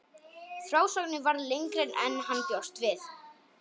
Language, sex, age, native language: Icelandic, male, 18-19, Polish